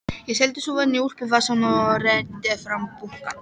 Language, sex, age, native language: Icelandic, female, 12, Icelandic